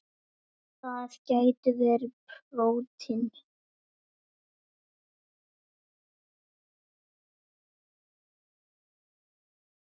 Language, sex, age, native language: Icelandic, male, 8, Icelandic